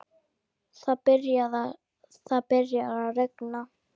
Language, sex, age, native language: Icelandic, female, 10, Icelandic